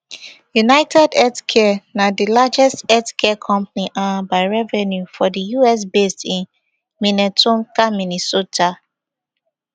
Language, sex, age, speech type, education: Nigerian Pidgin, female, 15-29, spontaneous, tertiary